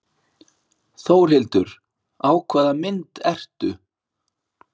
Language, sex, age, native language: Icelandic, male, 40-49, Icelandic